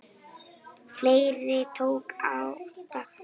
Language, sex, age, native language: Icelandic, female, 8, Icelandic